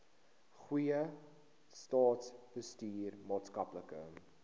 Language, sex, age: Afrikaans, male, 19